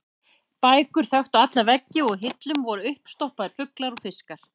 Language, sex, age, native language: Icelandic, female, 30-39, Icelandic